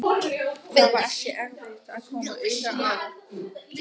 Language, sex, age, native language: Icelandic, female, 18-19, German